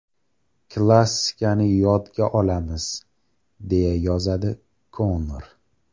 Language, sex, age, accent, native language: Uzbek, male, 18-24, Farg'ona, Uzbek